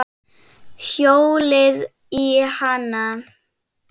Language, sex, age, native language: Icelandic, female, 7, Icelandic